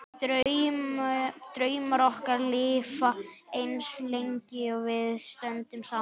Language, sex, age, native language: Icelandic, male, 11, Icelandic